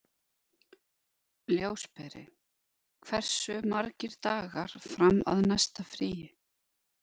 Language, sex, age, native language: Icelandic, female, 50-59, Icelandic